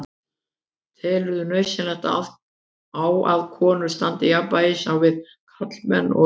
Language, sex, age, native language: Icelandic, female, 50-59, Icelandic